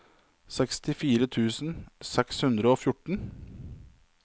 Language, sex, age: Norwegian, male, 27